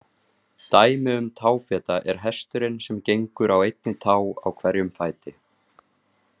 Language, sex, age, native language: Icelandic, male, 30-39, Icelandic